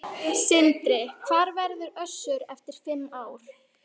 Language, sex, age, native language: Icelandic, female, 13, Icelandic